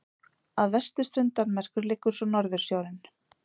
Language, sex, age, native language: Icelandic, female, 40-49, Icelandic